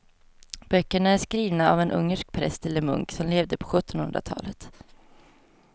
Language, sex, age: Swedish, female, 22